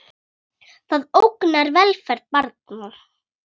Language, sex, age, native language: Icelandic, female, 8, Icelandic